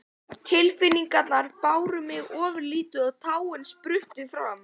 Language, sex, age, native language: Icelandic, female, 11, Icelandic